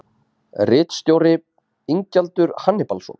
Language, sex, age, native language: Icelandic, male, 30-39, Icelandic